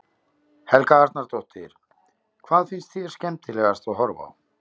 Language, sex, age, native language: Icelandic, male, 50-59, Icelandic